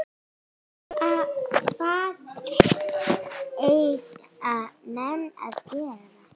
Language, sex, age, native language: Icelandic, female, 9, Icelandic